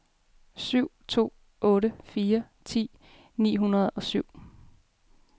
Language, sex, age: Danish, female, 33